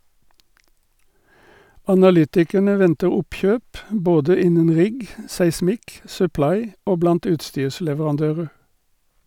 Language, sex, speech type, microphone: Norwegian, male, read, Sennheiser